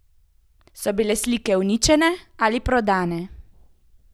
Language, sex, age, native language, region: Slovenian, female, 18-29, Slovenian, Central Slovenia